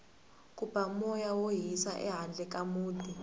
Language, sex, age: Tsonga, female, 18